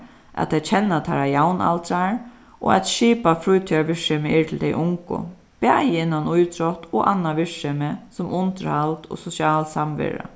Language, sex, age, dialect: Faroese, female, 36-60, Suðuroy